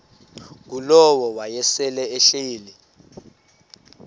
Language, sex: Xhosa, male